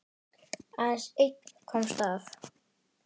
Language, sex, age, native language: Icelandic, female, 10, Icelandic